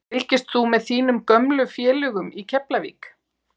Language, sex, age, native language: Icelandic, female, 40-49, Icelandic